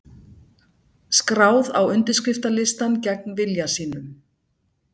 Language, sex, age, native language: Icelandic, female, 60-69, Icelandic